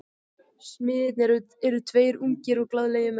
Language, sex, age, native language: Icelandic, male, 14, Icelandic